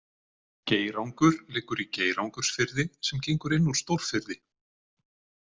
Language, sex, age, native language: Icelandic, male, 40-49, Icelandic